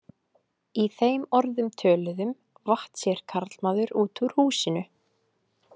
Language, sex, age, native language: Icelandic, female, 18-19, Icelandic